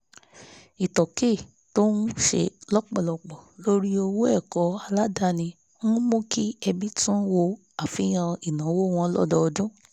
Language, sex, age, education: Yoruba, female, 15-29, tertiary